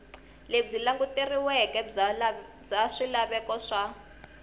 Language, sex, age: Tsonga, female, 21